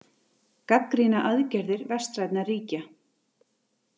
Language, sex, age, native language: Icelandic, female, 30-39, Icelandic